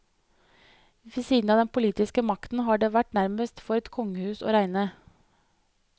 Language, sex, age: Norwegian, female, 30